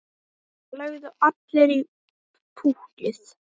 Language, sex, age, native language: Icelandic, male, 10, Icelandic